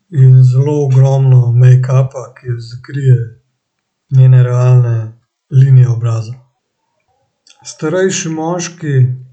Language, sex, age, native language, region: Slovenian, male, 18-29, Slovenian, Central Slovenia